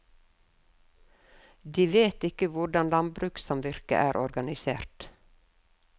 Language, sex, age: Norwegian, female, 52